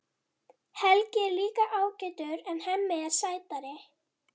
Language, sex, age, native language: Icelandic, female, 12, Icelandic